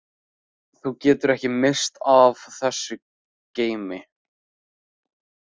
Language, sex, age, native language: Icelandic, male, 15, Icelandic